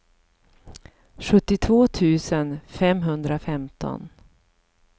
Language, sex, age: Swedish, female, 54